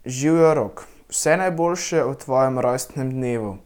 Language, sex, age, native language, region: Slovenian, male, 18-29, Slovenian, Central Slovenia